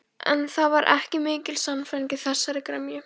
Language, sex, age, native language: Icelandic, female, 14, Icelandic